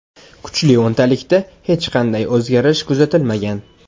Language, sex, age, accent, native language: Uzbek, male, 18-24, Farg'ona, Uzbek